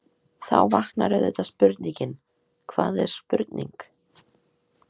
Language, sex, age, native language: Icelandic, female, 18-19, Icelandic